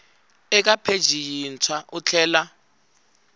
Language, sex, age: Tsonga, male, 20